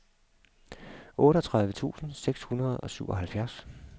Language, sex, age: Danish, male, 52